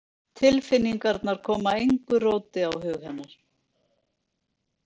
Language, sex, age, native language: Icelandic, female, 60-69, Icelandic